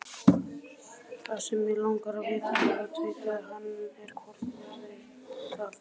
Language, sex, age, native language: Icelandic, male, 20-29, Icelandic